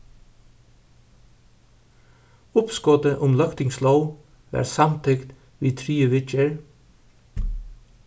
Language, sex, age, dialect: Faroese, male, 61+, Suðurstreymoy